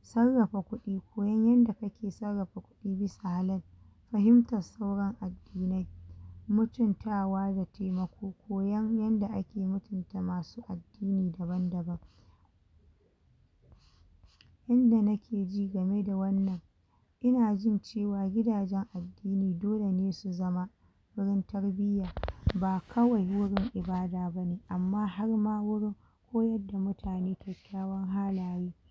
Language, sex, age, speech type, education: Hausa, female, 46-60, spontaneous, tertiary